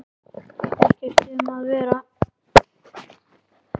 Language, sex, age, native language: Icelandic, male, 10, Icelandic